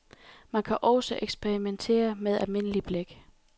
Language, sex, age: Danish, female, 28